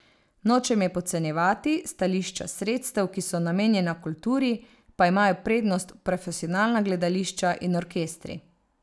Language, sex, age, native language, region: Slovenian, female, 30-49, Slovenian, Savinja region